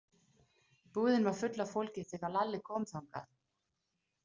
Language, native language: Icelandic, Danish